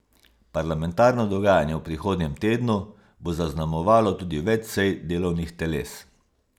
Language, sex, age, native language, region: Slovenian, male, 50-59, Slovenian, Savinja region